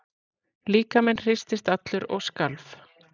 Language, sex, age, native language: Icelandic, female, 40-49, Icelandic